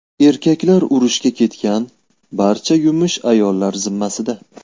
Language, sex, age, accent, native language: Uzbek, male, 18-24, Farg'ona, Uzbek